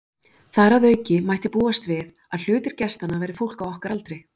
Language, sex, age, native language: Icelandic, female, 40-49, Icelandic